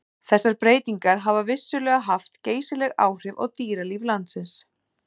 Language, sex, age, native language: Icelandic, female, 30-39, Icelandic